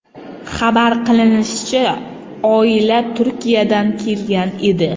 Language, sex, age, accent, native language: Uzbek, female, 25-34, Qashqadaryo, Uzbek